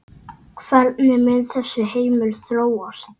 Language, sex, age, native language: Icelandic, male, 8, Icelandic